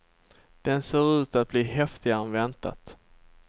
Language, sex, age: Swedish, male, 27